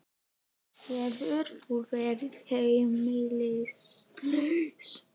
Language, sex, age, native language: Icelandic, male, 11, Icelandic